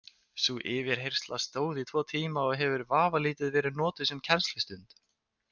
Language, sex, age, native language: Icelandic, male, 20-29, Icelandic